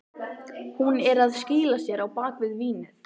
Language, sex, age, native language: Icelandic, female, 13, Icelandic